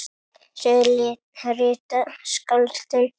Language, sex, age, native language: Icelandic, male, 7, Icelandic